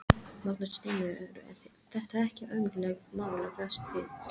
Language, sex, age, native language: Icelandic, female, 13, English